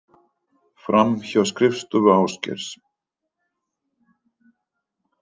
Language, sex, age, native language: Icelandic, male, 50-59, Icelandic